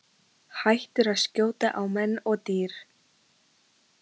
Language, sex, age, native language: Icelandic, female, 13, Icelandic